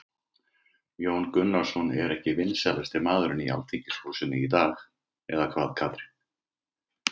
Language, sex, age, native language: Icelandic, male, 50-59, Icelandic